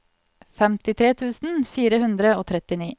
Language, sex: Norwegian, female